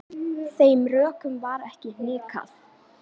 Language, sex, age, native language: Icelandic, male, 10, Icelandic